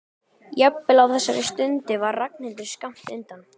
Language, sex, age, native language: Icelandic, male, 12, Icelandic